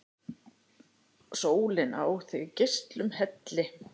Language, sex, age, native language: Icelandic, female, 8, Icelandic